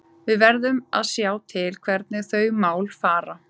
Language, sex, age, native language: Icelandic, female, 30-39, Icelandic